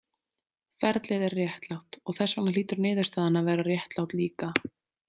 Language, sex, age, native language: Icelandic, female, 30-39, Icelandic